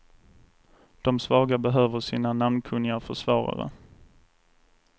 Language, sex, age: Swedish, male, 24